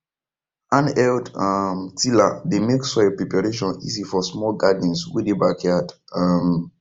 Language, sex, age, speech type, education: Nigerian Pidgin, male, 15-29, spontaneous, tertiary